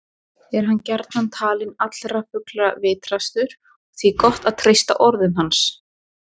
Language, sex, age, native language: Icelandic, female, 20-29, Icelandic